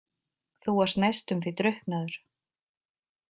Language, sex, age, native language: Icelandic, female, 40-49, Icelandic